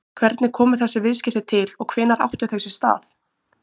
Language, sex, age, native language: Icelandic, female, 20-29, Icelandic